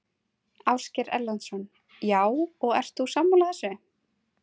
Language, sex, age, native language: Icelandic, female, 30-39, Icelandic